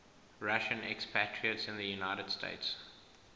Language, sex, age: English, male, 21